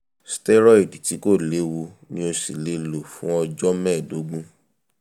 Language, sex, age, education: Yoruba, male, 15-29, tertiary